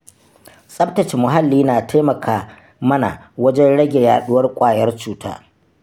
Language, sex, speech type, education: Hausa, male, spontaneous, tertiary